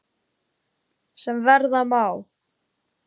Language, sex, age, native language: Icelandic, male, 10, Icelandic